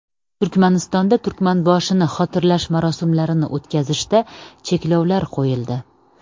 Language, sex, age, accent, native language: Uzbek, female, 30-39, Samarqand, Uzbek